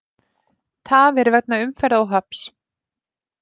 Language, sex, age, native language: Icelandic, female, 30-39, Icelandic